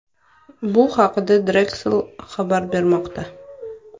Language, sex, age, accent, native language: Uzbek, female, 25-34, Toshkent shahri, Uzbek